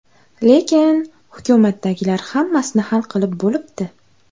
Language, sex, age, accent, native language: Uzbek, female, 18-24, Andijon, Uzbek